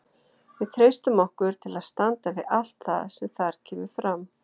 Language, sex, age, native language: Icelandic, female, 40-49, Icelandic